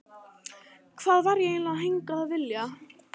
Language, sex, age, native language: Icelandic, female, 14, Italian